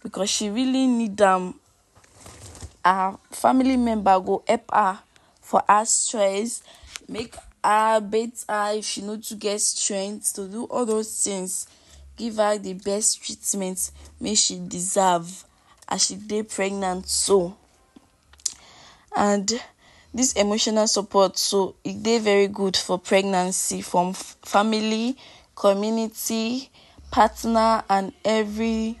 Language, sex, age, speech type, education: Nigerian Pidgin, female, 46-60, spontaneous, tertiary